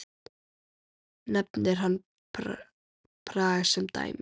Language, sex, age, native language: Icelandic, female, 9, Icelandic